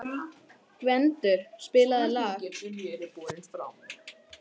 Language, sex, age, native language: Icelandic, female, 18-19, Icelandic